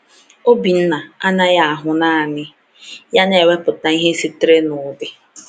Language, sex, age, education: Igbo, female, 15-29, tertiary